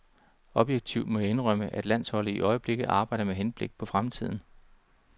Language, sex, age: Danish, male, 39